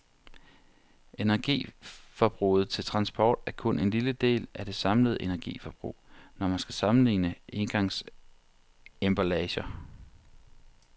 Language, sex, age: Danish, male, 40